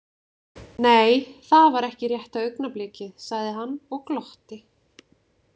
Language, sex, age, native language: Icelandic, female, 20-29, Icelandic